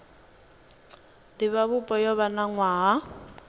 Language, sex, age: Venda, female, 26